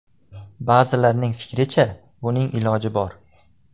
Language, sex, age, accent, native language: Uzbek, male, under 19, Andijon, Uzbek